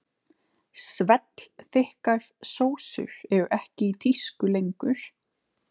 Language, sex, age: Icelandic, female, 20-29